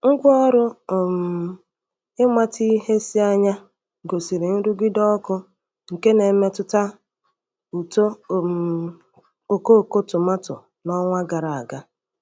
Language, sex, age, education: Igbo, female, 30-45, tertiary